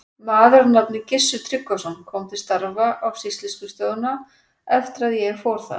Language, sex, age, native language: Icelandic, female, 40-49, Icelandic